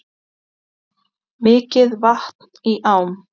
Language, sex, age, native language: Icelandic, female, 20-29, Icelandic